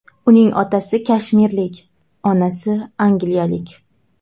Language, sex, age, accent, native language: Uzbek, female, 18-24, Navoiy, Uzbek